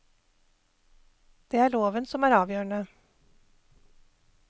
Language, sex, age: Norwegian, female, 48